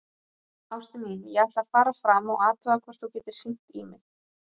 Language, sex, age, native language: Icelandic, female, 30-39, Icelandic